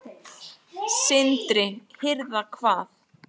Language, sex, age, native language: Icelandic, female, 8, Icelandic